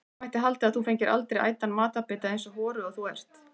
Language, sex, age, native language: Icelandic, female, 40-49, Icelandic